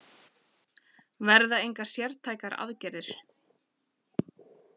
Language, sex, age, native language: Icelandic, female, 40-49, Icelandic